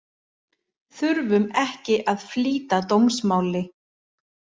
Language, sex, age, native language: Icelandic, male, 40-49, Icelandic